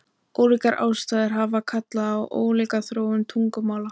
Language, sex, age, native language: Icelandic, female, 18-19, Icelandic